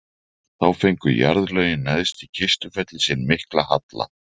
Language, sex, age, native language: Icelandic, male, 40-49, Icelandic